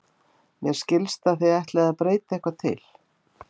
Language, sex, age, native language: Icelandic, female, 50-59, Icelandic